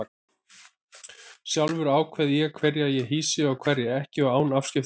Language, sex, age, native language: Icelandic, male, 30-39, Icelandic